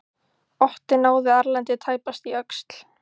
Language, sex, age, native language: Icelandic, female, 15, Icelandic